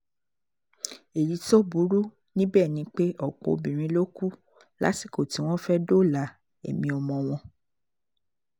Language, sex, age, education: Yoruba, female, 30-45, tertiary